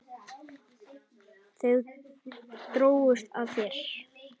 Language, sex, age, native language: Icelandic, male, 9, Icelandic